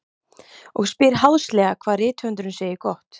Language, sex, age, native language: Icelandic, female, 30-39, Icelandic